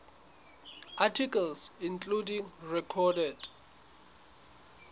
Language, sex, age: Southern Sotho, male, 21